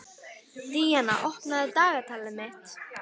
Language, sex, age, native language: Icelandic, female, 18-19, Icelandic